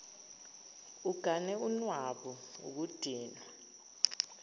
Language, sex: Zulu, female